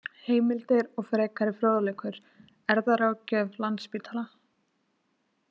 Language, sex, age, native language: Icelandic, female, 20-29, Icelandic